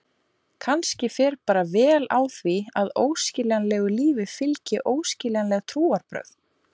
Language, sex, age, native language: Icelandic, female, 20-29, Icelandic